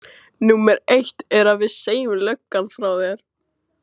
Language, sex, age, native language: Icelandic, female, 16, Icelandic